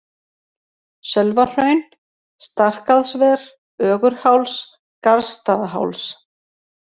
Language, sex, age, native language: Icelandic, female, 40-49, Icelandic